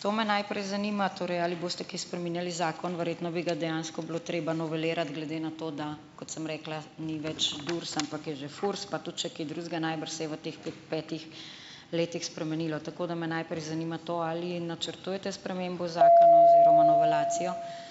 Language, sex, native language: Slovenian, female, Slovenian